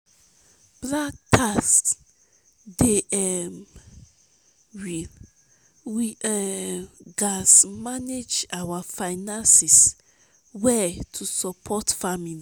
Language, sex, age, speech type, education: Nigerian Pidgin, female, 30-45, spontaneous, tertiary